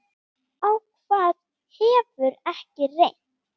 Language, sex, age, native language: Icelandic, female, 8, Icelandic